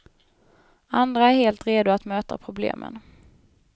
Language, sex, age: Swedish, female, 19